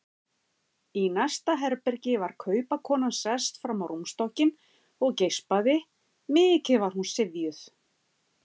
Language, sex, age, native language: Icelandic, female, 50-59, Icelandic